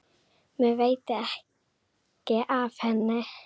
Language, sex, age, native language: Icelandic, female, 9, Icelandic